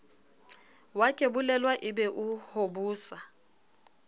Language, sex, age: Southern Sotho, female, 29